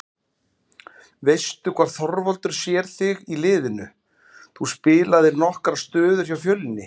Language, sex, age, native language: Icelandic, male, 40-49, Icelandic